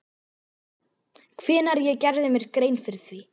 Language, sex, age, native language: Icelandic, female, 12, Icelandic